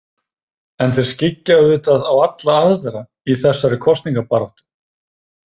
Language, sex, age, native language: Icelandic, male, 30-39, Icelandic